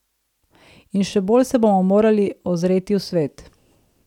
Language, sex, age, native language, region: Slovenian, female, 30-49, Slovenian, Southeast Slovenia